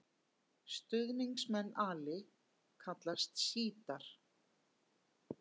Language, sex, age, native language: Icelandic, female, 50-59, Icelandic